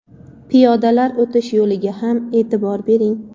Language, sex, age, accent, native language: Uzbek, female, 25-34, Andijon, Uzbek